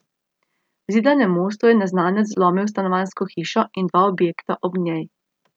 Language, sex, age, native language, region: Slovenian, female, 30-49, Slovenian, Central Slovenia